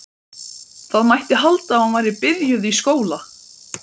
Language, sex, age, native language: Icelandic, male, 12, Icelandic